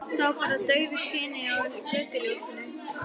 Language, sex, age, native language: Icelandic, female, 11, Icelandic